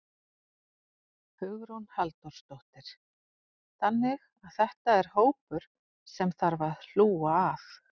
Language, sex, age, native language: Icelandic, female, 40-49, Icelandic